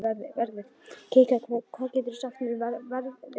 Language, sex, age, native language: Icelandic, female, 12, Icelandic